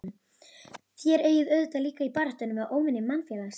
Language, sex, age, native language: Icelandic, female, 12, Icelandic